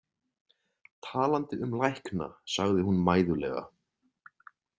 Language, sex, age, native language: Icelandic, male, 20-29, Icelandic